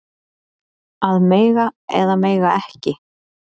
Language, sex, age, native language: Icelandic, female, 30-39, Icelandic